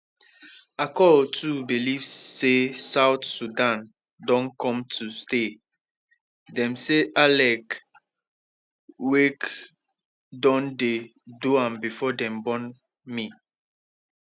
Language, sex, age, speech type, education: Nigerian Pidgin, male, 15-29, spontaneous, tertiary